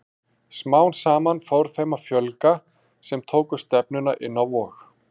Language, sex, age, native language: Icelandic, male, 40-49, Icelandic